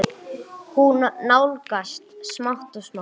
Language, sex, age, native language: Icelandic, male, 9, English